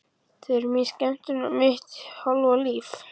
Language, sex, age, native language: Icelandic, male, 11, Icelandic